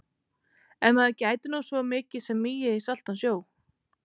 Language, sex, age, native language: Icelandic, female, 30-39, Icelandic